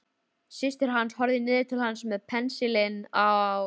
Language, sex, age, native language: Icelandic, female, 13, Icelandic